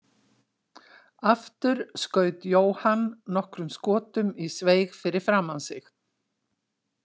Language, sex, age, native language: Icelandic, female, 60-69, Icelandic